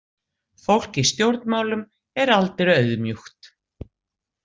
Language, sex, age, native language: Icelandic, female, 60-69, Icelandic